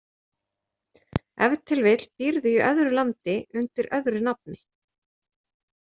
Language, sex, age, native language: Icelandic, female, 40-49, Icelandic